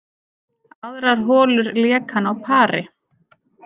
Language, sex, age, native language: Icelandic, female, 30-39, Icelandic